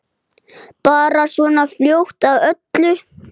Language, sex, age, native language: Icelandic, male, 8, Icelandic